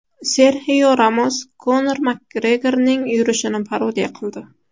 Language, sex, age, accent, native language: Uzbek, female, under 19, Toshkent shahri, Uzbek